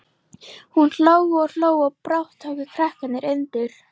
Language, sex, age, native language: Icelandic, female, 11, Icelandic